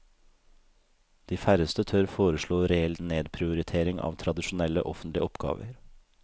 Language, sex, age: Norwegian, male, 32